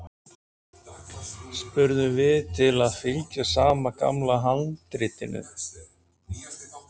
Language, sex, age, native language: Icelandic, male, 40-49, Icelandic